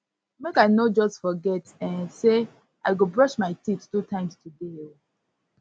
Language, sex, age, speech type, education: Nigerian Pidgin, female, 15-29, spontaneous, tertiary